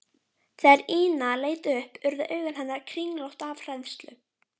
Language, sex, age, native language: Icelandic, female, 12, Icelandic